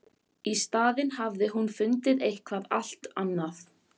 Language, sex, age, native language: Icelandic, female, 14, Icelandic